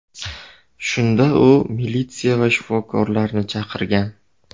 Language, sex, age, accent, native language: Uzbek, male, 18-24, Samarqand, Uzbek